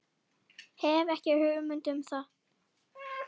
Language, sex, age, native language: Icelandic, female, 8, Icelandic